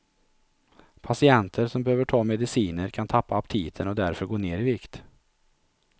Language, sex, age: Swedish, male, 43